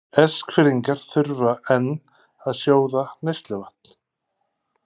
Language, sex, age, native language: Icelandic, male, 50-59, Icelandic